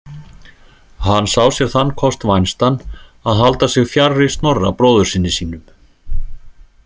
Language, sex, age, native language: Icelandic, male, 40-49, Icelandic